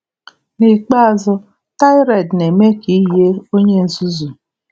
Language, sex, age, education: Igbo, female, 46-60, tertiary